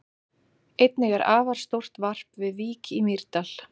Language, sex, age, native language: Icelandic, female, 30-39, Icelandic